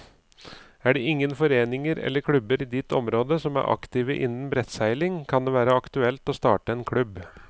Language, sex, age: Norwegian, male, 39